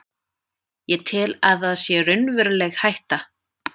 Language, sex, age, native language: Icelandic, female, 30-39, Icelandic